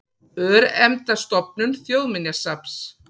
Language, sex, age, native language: Icelandic, female, 40-49, Icelandic